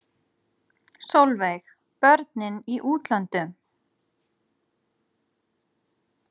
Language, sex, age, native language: Icelandic, female, 40-49, Icelandic